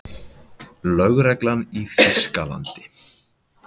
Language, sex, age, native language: Icelandic, male, 18-19, Icelandic